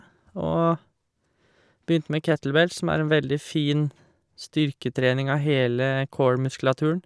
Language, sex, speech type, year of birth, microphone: Norwegian, male, spontaneous, 1986, Shure